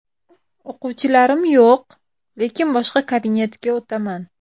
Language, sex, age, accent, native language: Uzbek, female, 25-34, Samarqand, Uzbek